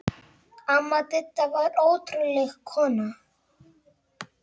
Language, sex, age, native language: Icelandic, male, 8, Icelandic